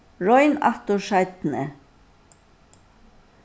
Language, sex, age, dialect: Faroese, female, 61+, Suðurstreymoy